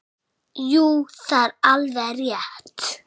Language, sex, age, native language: Icelandic, male, 6, Icelandic